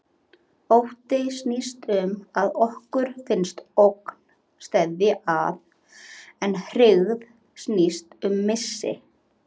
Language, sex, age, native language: Icelandic, female, 30-39, Icelandic